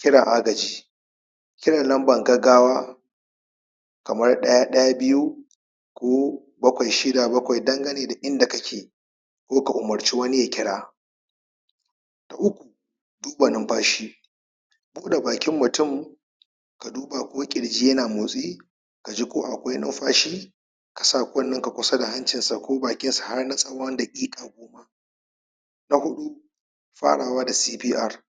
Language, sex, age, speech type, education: Hausa, male, 30-45, spontaneous, tertiary